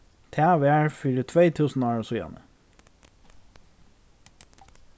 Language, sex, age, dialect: Faroese, male, 15-35, Norðurstreymoy/Eysturoy